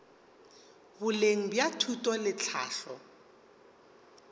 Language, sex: Northern Sotho, male